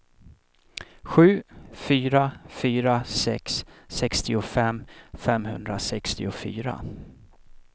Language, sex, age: Swedish, male, 37